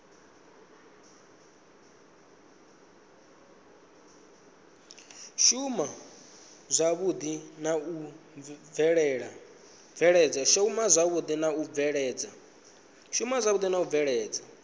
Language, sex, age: Venda, male, 19